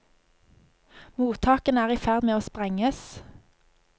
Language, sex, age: Norwegian, female, 25